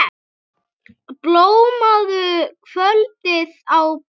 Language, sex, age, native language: Icelandic, male, 6, Icelandic